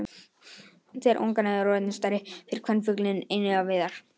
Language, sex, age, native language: Icelandic, male, 18-19, Icelandic